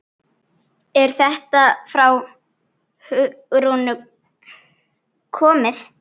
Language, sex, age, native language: Icelandic, female, 9, Icelandic